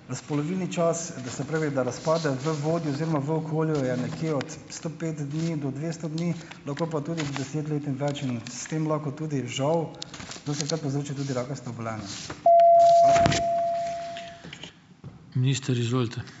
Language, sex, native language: Slovenian, male, Slovenian